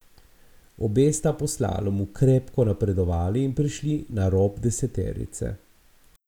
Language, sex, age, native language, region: Slovenian, male, 50-59, Slovenian, Abroad